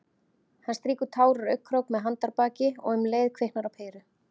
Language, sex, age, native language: Icelandic, female, 30-39, Icelandic